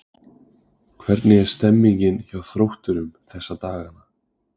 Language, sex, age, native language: Icelandic, male, 20-29, Icelandic